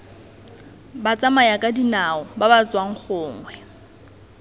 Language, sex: Tswana, female